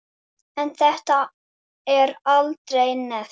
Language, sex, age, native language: Icelandic, female, 9, Icelandic